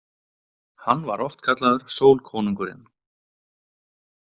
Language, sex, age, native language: Icelandic, male, 20-29, Icelandic